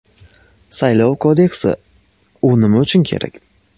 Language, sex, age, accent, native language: Uzbek, male, 18-24, Xorazm, Uzbek